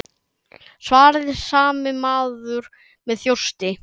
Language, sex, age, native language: Icelandic, male, 9, Icelandic